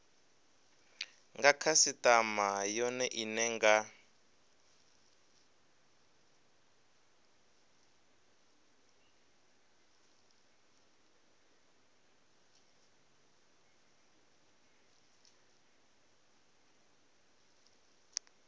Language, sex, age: Venda, male, 23